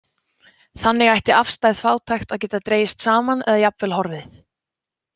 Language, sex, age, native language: Icelandic, female, 20-29, Icelandic